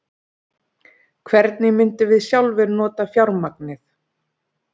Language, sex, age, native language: Icelandic, female, 30-39, Icelandic